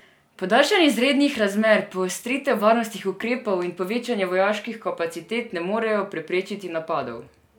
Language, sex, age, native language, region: Slovenian, female, 18-29, Serbian, Drava region